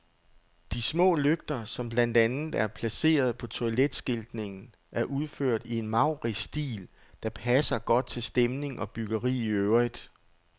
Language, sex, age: Danish, male, 48